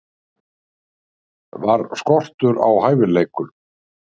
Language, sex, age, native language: Icelandic, male, 60-69, Icelandic